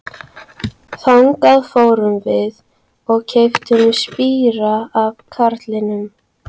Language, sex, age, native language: Icelandic, female, 13, Icelandic